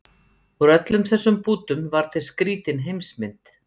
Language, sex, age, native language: Icelandic, female, 50-59, Icelandic